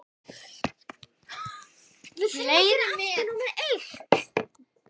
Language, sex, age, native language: Icelandic, female, 10, Icelandic